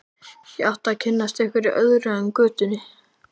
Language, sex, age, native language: Icelandic, male, 11, Icelandic